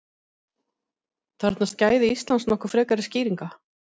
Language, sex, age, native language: Icelandic, female, 50-59, Icelandic